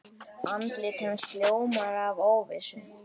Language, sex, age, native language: Icelandic, male, 9, Icelandic